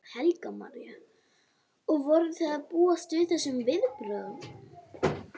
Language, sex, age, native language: Icelandic, female, 18-19, Icelandic